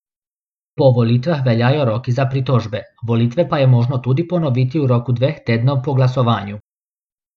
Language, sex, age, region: Slovenian, male, 18-29, Abroad